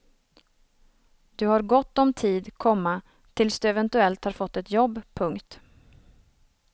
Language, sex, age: Swedish, female, 27